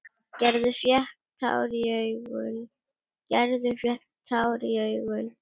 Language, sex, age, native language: Icelandic, female, 7, Icelandic